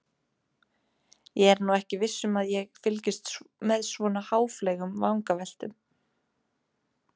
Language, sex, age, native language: Icelandic, female, 30-39, Icelandic